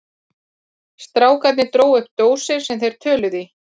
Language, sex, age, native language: Icelandic, female, 50-59, Icelandic